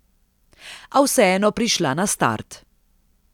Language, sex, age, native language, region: Slovenian, female, 30-49, Slovenian, Central Slovenia